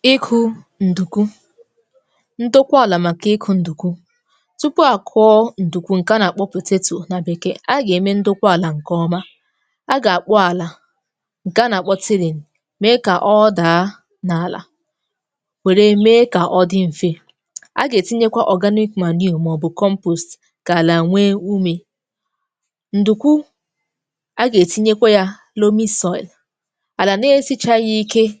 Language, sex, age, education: Igbo, female, 15-29, tertiary